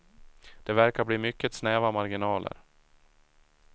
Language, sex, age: Swedish, male, 37